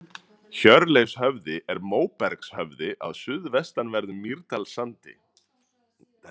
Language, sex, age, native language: Icelandic, male, 30-39, Icelandic